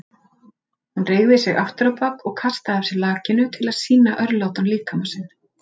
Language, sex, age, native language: Icelandic, female, 40-49, Icelandic